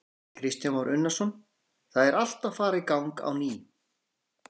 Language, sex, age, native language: Icelandic, male, 40-49, Icelandic